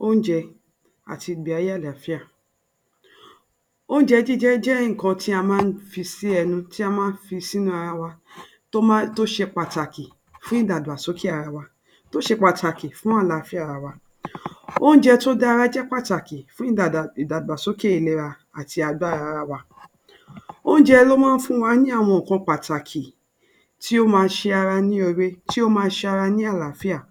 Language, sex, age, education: Yoruba, female, 60+, tertiary